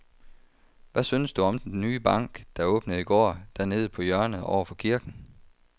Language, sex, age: Danish, male, 35